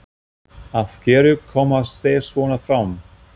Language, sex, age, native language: Icelandic, male, 50-59, German